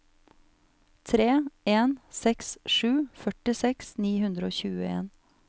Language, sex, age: Norwegian, female, 34